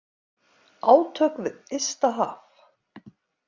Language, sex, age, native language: Icelandic, female, 50-59, Icelandic